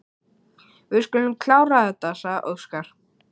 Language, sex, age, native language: Icelandic, male, 11, Icelandic